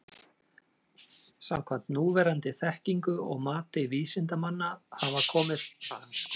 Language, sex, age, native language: Icelandic, male, 40-49, Icelandic